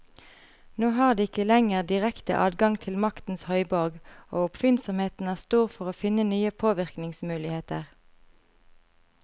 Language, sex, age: Norwegian, female, 33